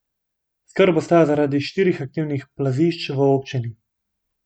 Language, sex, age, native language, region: Slovenian, male, 18-29, Slovenian, Gorenjska region